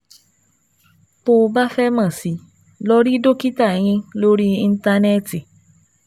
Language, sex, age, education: Yoruba, female, 15-29, tertiary